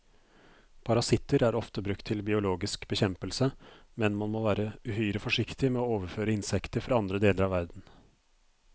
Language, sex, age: Norwegian, male, 42